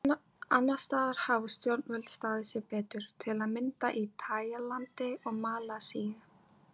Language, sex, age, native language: Icelandic, female, 18-19, Icelandic